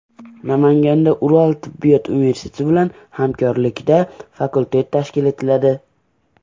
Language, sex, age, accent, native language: Uzbek, male, under 19, Andijon, Uzbek